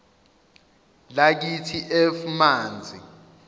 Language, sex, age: Zulu, male, 21